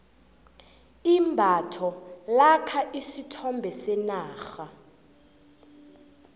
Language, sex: South Ndebele, female